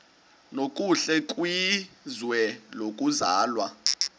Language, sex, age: Xhosa, male, 20